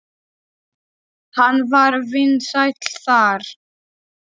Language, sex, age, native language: Icelandic, male, 8, Polish